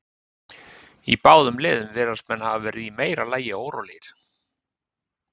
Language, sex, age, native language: Icelandic, male, 50-59, Icelandic